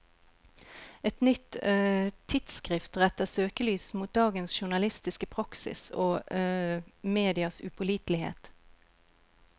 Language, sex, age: Norwegian, female, 41